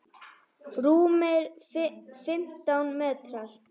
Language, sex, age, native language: Icelandic, female, 5, Icelandic